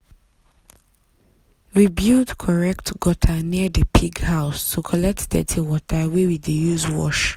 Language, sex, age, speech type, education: Nigerian Pidgin, female, 15-29, spontaneous, tertiary